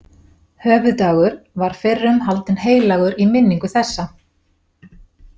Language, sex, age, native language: Icelandic, female, 40-49, Icelandic